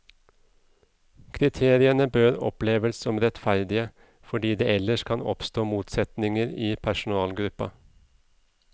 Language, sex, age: Norwegian, male, 37